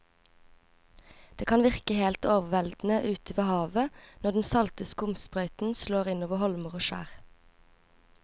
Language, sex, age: Norwegian, female, 24